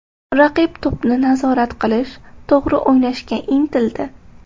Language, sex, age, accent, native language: Uzbek, female, 18-24, Toshkent shahri, Uzbek